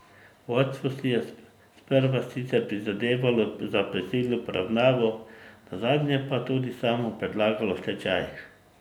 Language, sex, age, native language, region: Slovenian, male, 50-59, Slovenian, Drava region